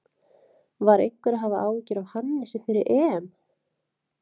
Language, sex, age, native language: Icelandic, female, 30-39, Icelandic